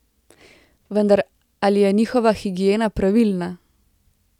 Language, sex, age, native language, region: Slovenian, female, 18-29, Slovenian, Central Slovenia